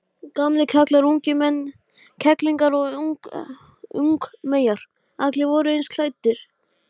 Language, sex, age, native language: Icelandic, male, 12, Icelandic